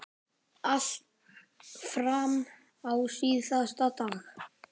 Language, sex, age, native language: Icelandic, male, 10, Icelandic